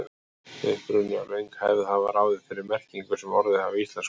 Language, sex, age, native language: Icelandic, male, 40-49, Icelandic